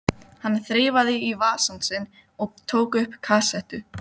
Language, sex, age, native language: Icelandic, female, 12, Icelandic